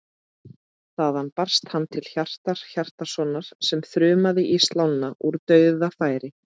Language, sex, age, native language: Icelandic, female, 30-39, Icelandic